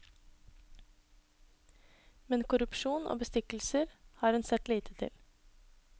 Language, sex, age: Norwegian, female, 26